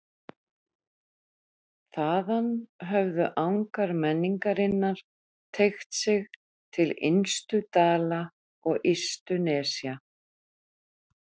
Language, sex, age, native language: Icelandic, female, 50-59, Icelandic